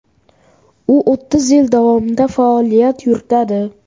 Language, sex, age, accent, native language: Uzbek, male, 12-17, Farg'ona, Uzbek